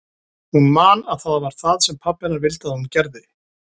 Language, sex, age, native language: Icelandic, male, 40-49, Icelandic